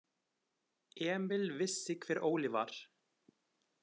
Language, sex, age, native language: Icelandic, male, 20-29, Icelandic